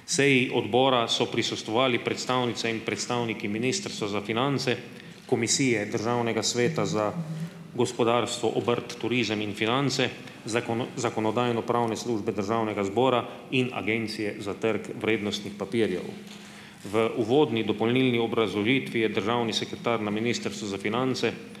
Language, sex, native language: Slovenian, male, Slovenian